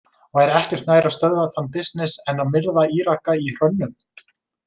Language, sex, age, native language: Icelandic, male, 20-29, Icelandic